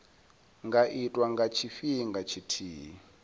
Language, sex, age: Venda, male, 22